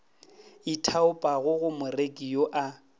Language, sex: Northern Sotho, male